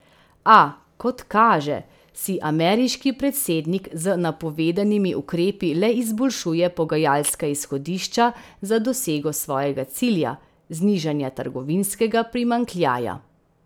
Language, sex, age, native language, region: Slovenian, female, 30-49, Slovenian, Central Slovenia